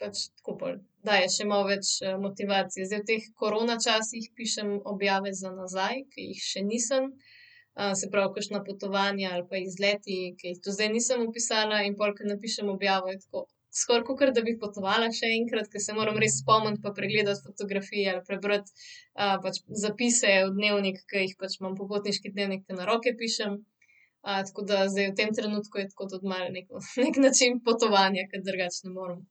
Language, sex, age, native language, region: Slovenian, female, 30-49, Slovenian, Central Slovenia